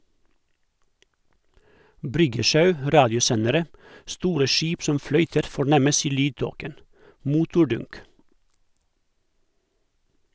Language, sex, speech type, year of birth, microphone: Norwegian, male, read, 1971, Sennheiser